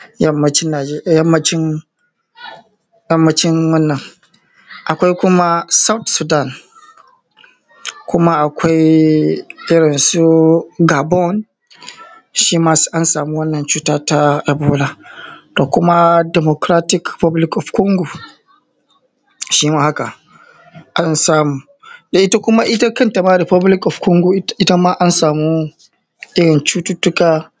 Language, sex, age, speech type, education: Hausa, male, 30-45, spontaneous, tertiary